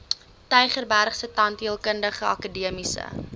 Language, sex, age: Afrikaans, female, 20